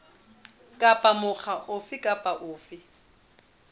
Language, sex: Southern Sotho, female